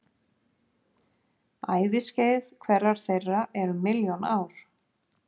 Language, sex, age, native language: Icelandic, female, 50-59, Icelandic